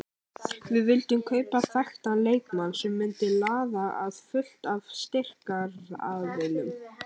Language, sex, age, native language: Icelandic, male, 18-19, Icelandic